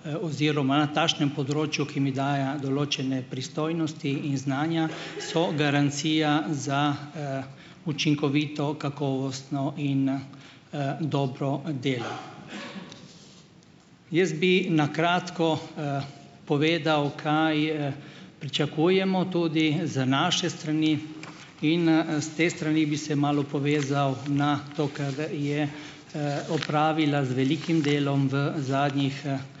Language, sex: Slovenian, male